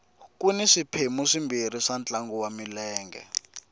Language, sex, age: Tsonga, male, 18